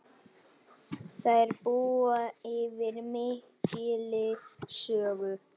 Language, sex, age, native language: Icelandic, male, 9, Icelandic